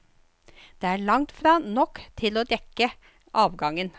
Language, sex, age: Norwegian, female, 54